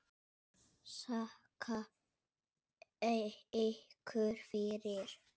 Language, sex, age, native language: Icelandic, male, 6, Icelandic